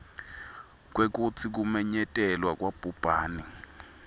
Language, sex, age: Swati, male, 23